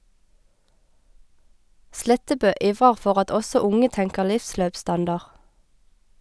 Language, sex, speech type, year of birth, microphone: Norwegian, female, read, 1989, Sennheiser